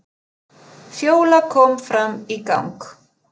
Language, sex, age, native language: Icelandic, male, 8, Icelandic